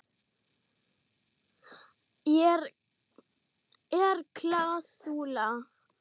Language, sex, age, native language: Icelandic, male, 6, German